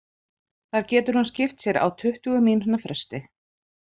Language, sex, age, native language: Icelandic, female, 40-49, Icelandic